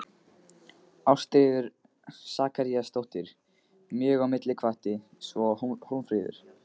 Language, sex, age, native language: Icelandic, male, 15, Icelandic